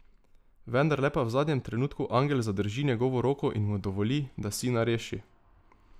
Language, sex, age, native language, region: Slovenian, male, 18-29, Slovenian, Drava region